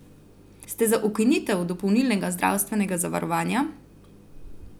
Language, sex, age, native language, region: Slovenian, female, 30-49, Slovenian, Central Slovenia